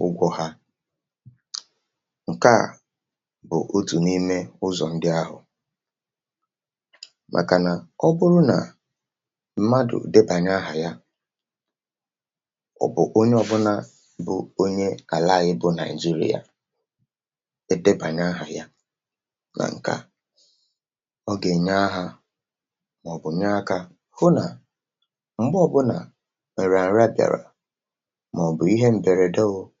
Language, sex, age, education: Igbo, male, 30-45, tertiary